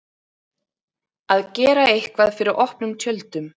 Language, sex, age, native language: Icelandic, female, 30-39, Icelandic